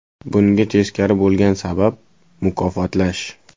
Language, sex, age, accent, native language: Uzbek, male, 18-24, Toshkent viloyati, Uzbek